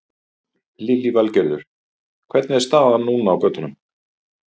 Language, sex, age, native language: Icelandic, male, 50-59, Icelandic